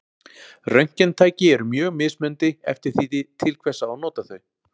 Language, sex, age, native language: Icelandic, male, 40-49, Icelandic